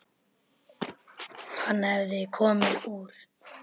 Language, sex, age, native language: Icelandic, female, 10, Icelandic